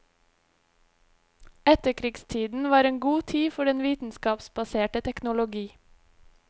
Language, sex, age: Norwegian, female, 26